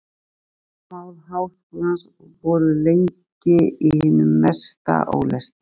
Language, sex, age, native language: Icelandic, female, 50-59, Icelandic